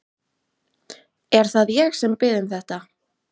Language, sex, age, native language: Icelandic, female, 20-29, Icelandic